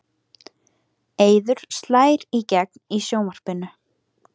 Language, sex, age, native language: Icelandic, female, 18-19, Icelandic